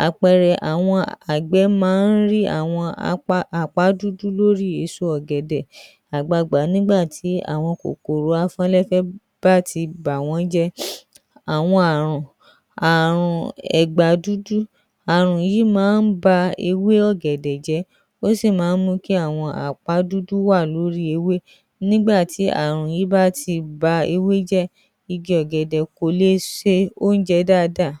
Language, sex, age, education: Yoruba, female, 30-45, tertiary